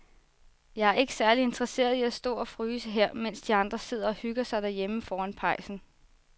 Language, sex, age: Danish, female, 24